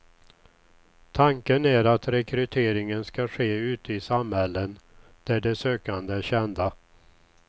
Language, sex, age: Swedish, male, 61